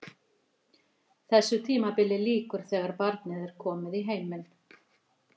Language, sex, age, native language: Icelandic, female, 50-59, Icelandic